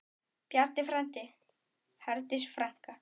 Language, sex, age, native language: Icelandic, male, 9, Icelandic